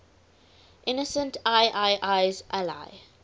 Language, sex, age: English, female, 19